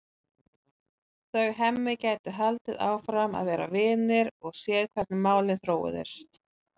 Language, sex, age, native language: Icelandic, female, 30-39, Icelandic